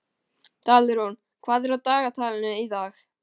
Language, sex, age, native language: Icelandic, male, 18-19, Icelandic